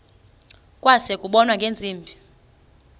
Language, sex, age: Xhosa, female, 33